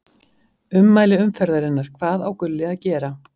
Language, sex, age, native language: Icelandic, female, 50-59, Icelandic